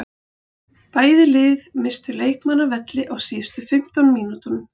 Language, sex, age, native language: Icelandic, female, 40-49, Icelandic